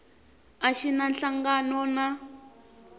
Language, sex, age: Tsonga, female, 18